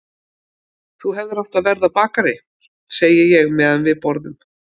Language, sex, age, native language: Icelandic, female, 50-59, Icelandic